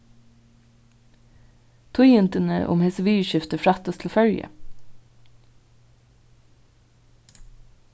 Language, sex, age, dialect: Faroese, female, 36-60, Vágar